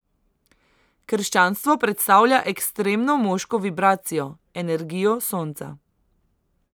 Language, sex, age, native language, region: Slovenian, female, 18-29, Slovenian, Central Slovenia